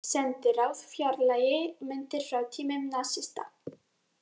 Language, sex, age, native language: Icelandic, female, 18-19, Icelandic